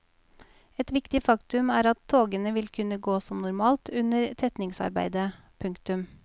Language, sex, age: Norwegian, female, 28